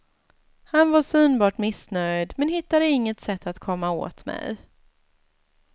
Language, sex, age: Swedish, female, 36